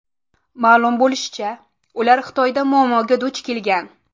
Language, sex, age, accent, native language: Uzbek, female, 18-24, Samarqand, Uzbek